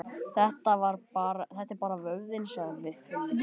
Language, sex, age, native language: Icelandic, male, 12, Icelandic